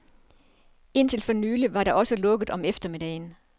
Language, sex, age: Danish, female, 47